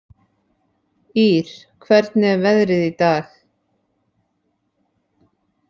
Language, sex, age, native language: Icelandic, female, 30-39, Icelandic